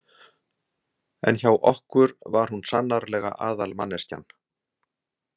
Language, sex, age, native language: Icelandic, male, 60-69, Icelandic